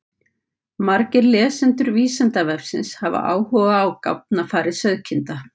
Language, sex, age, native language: Icelandic, female, 50-59, Icelandic